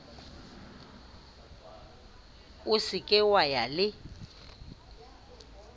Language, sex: Southern Sotho, female